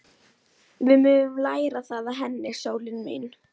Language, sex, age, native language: Icelandic, female, 11, Icelandic